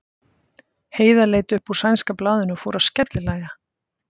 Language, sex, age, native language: Icelandic, female, 50-59, Icelandic